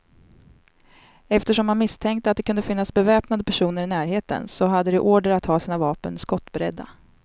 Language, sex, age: Swedish, female, 27